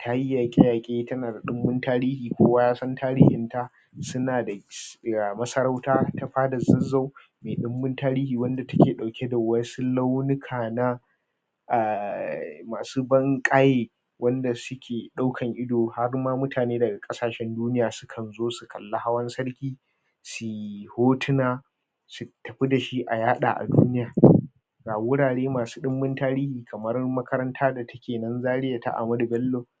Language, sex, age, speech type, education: Hausa, male, 30-45, spontaneous, tertiary